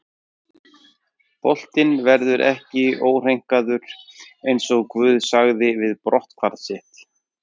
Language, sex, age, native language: Icelandic, male, 40-49, Icelandic